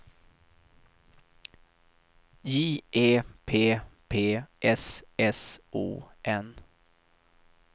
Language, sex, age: Swedish, male, 32